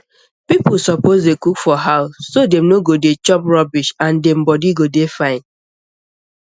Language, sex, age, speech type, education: Nigerian Pidgin, female, 15-29, spontaneous, secondary